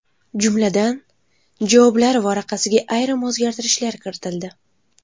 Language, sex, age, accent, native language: Uzbek, female, 18-24, Buxoro, Uzbek